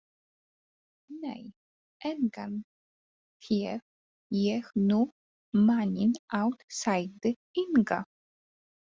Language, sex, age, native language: Icelandic, female, 40-49, Polish